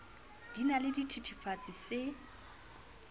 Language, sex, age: Southern Sotho, female, 35